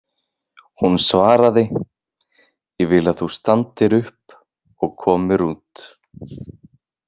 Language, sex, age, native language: Icelandic, male, 20-29, Icelandic